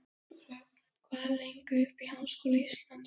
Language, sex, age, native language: Icelandic, other, 13, Danish